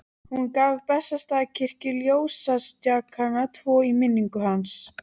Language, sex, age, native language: Icelandic, female, 13, Icelandic